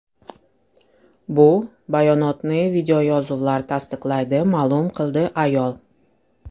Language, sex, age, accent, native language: Uzbek, female, 35+, Toshkent shahri, Russian